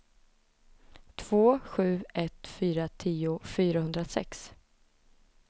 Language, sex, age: Swedish, female, 20